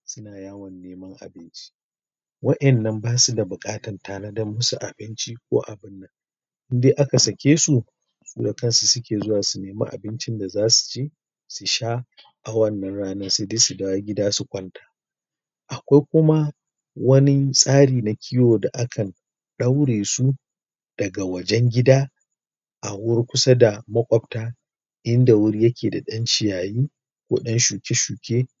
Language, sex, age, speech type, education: Hausa, male, 30-45, spontaneous, primary